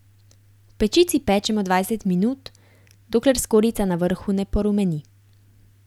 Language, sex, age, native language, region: Slovenian, female, 18-29, Slovenian, Gorenjska region